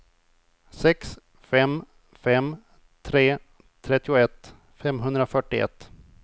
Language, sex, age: Swedish, male, 28